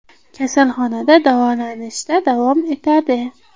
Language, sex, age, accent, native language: Uzbek, female, 18-24, Qashqadaryo, Uzbek